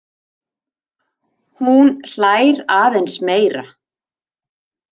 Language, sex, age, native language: Icelandic, female, 40-49, Icelandic